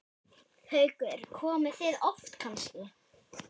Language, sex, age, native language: Icelandic, female, 8, Icelandic